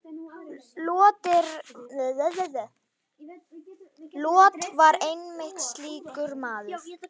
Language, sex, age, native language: Icelandic, female, 10, Icelandic